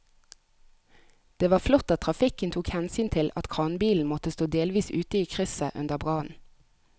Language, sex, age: Norwegian, female, 30